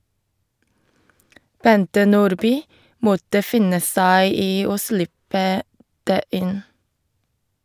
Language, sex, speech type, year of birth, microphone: Norwegian, female, read, 1989, Shure